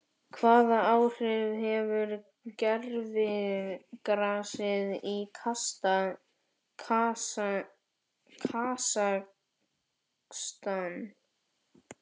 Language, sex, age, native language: Icelandic, male, 11, Icelandic